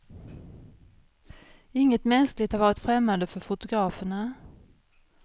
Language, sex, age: Swedish, female, 53